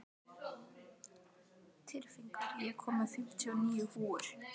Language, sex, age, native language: Icelandic, other, 12, Icelandic